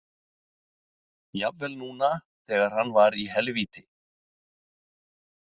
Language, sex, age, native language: Icelandic, male, 60-69, Icelandic